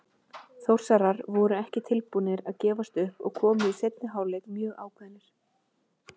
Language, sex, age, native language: Icelandic, female, 20-29, Icelandic